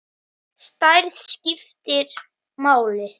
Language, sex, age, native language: Icelandic, male, 70-79, Icelandic